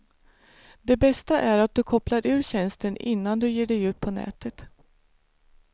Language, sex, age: Swedish, female, 49